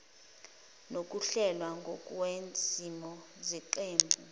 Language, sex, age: Zulu, female, 20